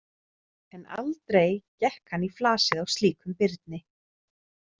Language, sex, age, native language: Icelandic, female, 30-39, Icelandic